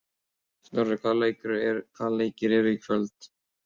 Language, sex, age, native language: Icelandic, male, 13, Icelandic